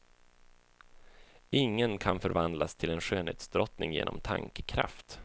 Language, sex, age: Swedish, male, 24